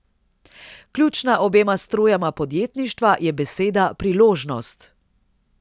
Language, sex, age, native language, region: Slovenian, female, 30-49, Slovenian, Central Slovenia